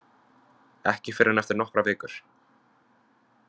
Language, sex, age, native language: Icelandic, male, 20-29, Vietnamese